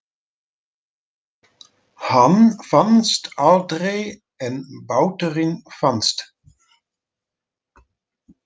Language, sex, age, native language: Icelandic, male, 40-49, Dutch